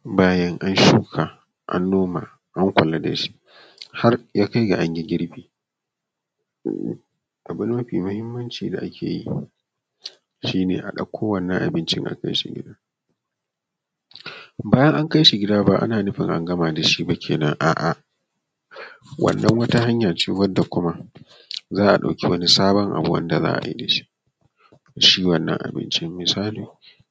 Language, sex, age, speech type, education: Hausa, male, 15-29, spontaneous, tertiary